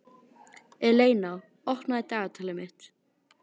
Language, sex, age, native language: Icelandic, female, 18-19, Icelandic